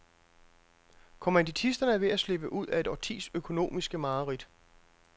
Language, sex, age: Danish, male, 42